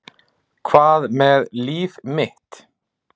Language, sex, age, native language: Icelandic, male, 40-49, Icelandic